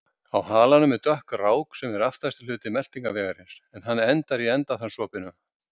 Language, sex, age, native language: Icelandic, male, 60-69, Icelandic